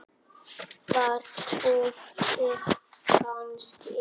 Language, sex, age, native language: Icelandic, female, 6, Icelandic